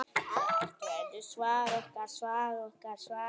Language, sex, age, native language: Icelandic, male, 8, Icelandic